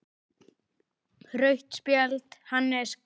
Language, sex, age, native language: Icelandic, male, 9, Icelandic